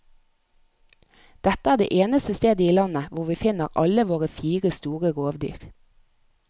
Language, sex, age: Norwegian, female, 30